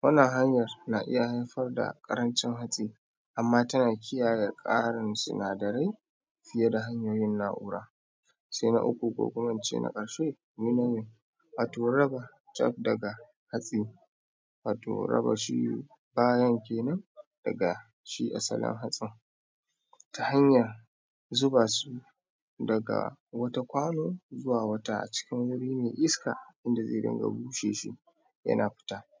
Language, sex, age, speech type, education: Hausa, male, 15-29, spontaneous, primary